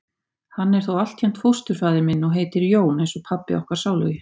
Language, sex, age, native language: Icelandic, female, 50-59, Icelandic